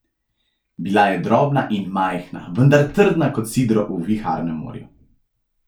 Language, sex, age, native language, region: Slovenian, male, 18-29, Slovenian, Central Slovenia